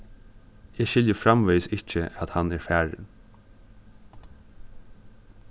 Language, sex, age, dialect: Faroese, male, 15-35, Suðurstreymoy